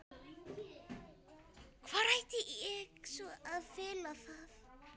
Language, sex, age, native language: Icelandic, male, 12, Icelandic